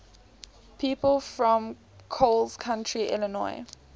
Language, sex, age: English, female, 18